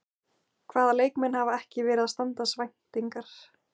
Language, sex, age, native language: Icelandic, female, 20-29, Icelandic